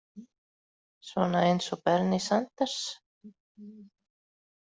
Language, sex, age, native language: Icelandic, female, 40-49, Icelandic